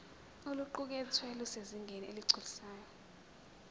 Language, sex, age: Zulu, female, 23